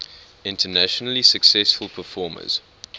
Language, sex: English, male